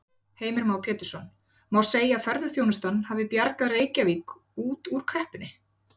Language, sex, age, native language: Icelandic, female, 40-49, Icelandic